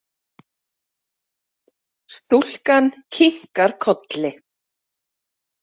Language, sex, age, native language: Icelandic, female, 40-49, Icelandic